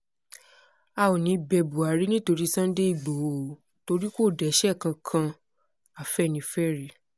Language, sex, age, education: Yoruba, female, 15-29, tertiary